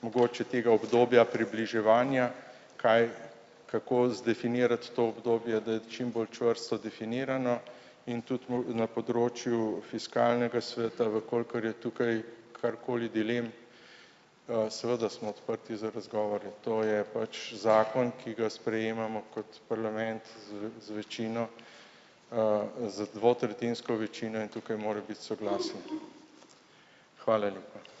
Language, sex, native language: Slovenian, male, Slovenian